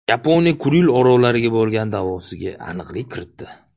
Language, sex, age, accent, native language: Uzbek, male, 25-34, Toshkent shahri, Uzbek